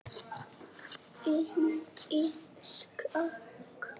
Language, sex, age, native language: Icelandic, male, 6, Icelandic